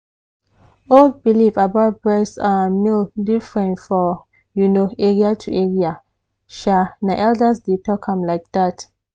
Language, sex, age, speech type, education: Nigerian Pidgin, female, 15-29, spontaneous, tertiary